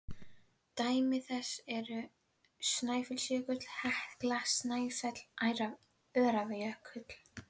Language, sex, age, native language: Icelandic, female, 12, Icelandic